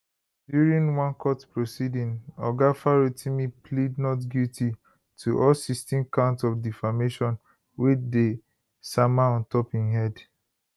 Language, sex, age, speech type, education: Nigerian Pidgin, male, 15-29, spontaneous, tertiary